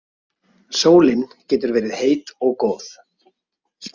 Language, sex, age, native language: Icelandic, male, 30-39, Icelandic